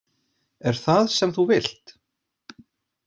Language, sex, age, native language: Icelandic, male, 40-49, Icelandic